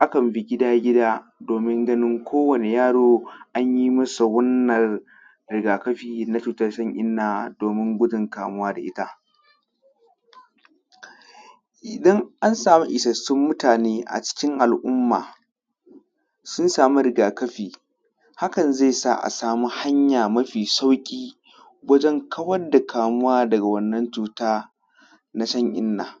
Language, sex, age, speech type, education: Hausa, male, 15-29, spontaneous, tertiary